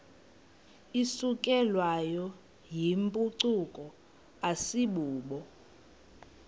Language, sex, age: Xhosa, female, 18